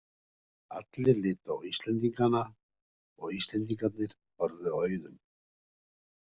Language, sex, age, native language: Icelandic, male, 50-59, Icelandic